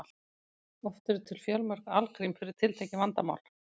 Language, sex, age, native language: Icelandic, female, 50-59, Icelandic